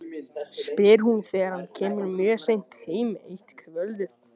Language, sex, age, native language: Icelandic, male, 14, Icelandic